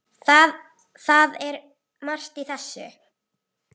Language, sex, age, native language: Icelandic, female, 8, Icelandic